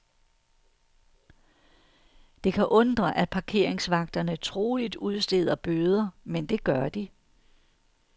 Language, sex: Danish, female